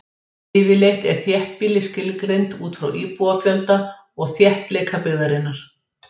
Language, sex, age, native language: Icelandic, female, 60-69, Icelandic